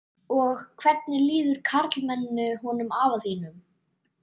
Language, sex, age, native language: Icelandic, male, 12, Icelandic